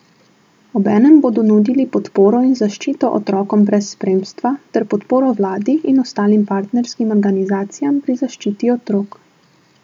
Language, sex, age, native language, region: Slovenian, female, 18-29, Slovenian, Southeast Slovenia